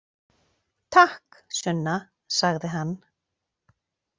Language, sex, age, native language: Icelandic, female, 40-49, Icelandic